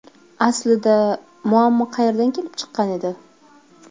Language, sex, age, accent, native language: Uzbek, female, 25-34, Toshkent viloyati, Uzbek